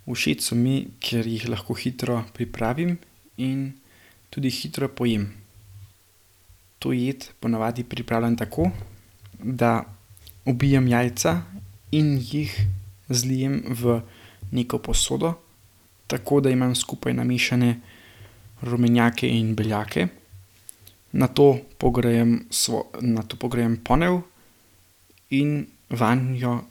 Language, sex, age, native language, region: Slovenian, male, 18-29, Slovenian, Gorenjska region